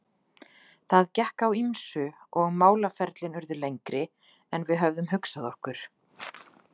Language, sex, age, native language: Icelandic, female, 40-49, Icelandic